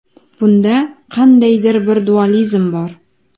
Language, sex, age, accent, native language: Uzbek, female, 19-29, Farg'ona, Uzbek